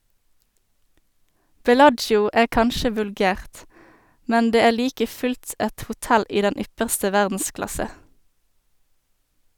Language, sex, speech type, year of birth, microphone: Norwegian, female, read, 1991, Sennheiser